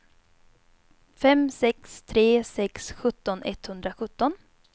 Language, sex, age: Swedish, female, 22